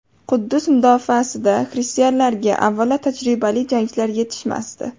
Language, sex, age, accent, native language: Uzbek, female, 18-24, Farg'ona, Uzbek